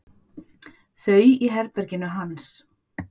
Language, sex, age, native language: Icelandic, female, 40-49, Icelandic